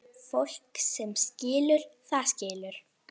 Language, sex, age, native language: Icelandic, female, 9, Icelandic